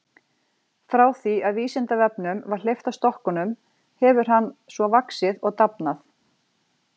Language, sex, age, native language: Icelandic, female, 40-49, Icelandic